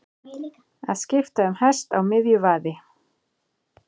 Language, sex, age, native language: Icelandic, female, 40-49, Icelandic